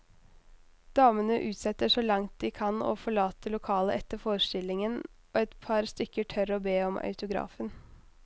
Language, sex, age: Norwegian, female, 21